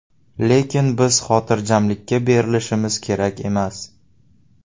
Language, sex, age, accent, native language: Uzbek, male, 18-24, Navoiy, Uzbek